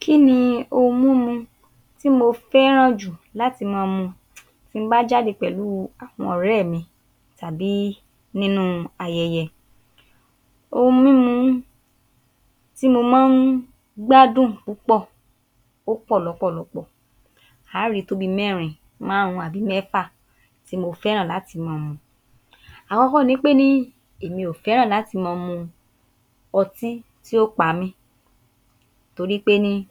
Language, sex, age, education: Yoruba, female, 30-45, tertiary